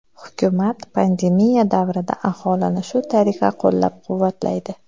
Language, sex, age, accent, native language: Uzbek, female, 30-39, Xorazm, Uzbek